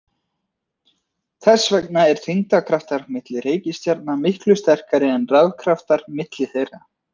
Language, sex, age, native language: Icelandic, male, 20-29, Icelandic